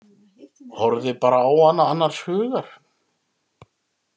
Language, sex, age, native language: Icelandic, male, 50-59, Icelandic